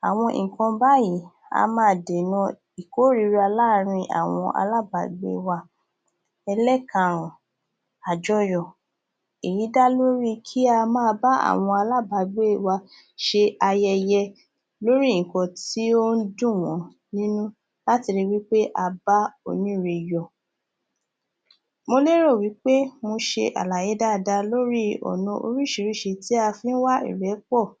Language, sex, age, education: Yoruba, female, 30-45, tertiary